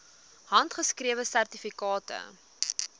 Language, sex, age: Afrikaans, female, 20